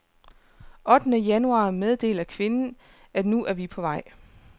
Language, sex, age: Danish, female, 29